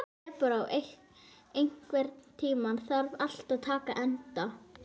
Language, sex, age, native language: Icelandic, female, 11, Icelandic